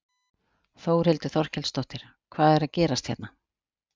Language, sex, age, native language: Icelandic, female, 40-49, Icelandic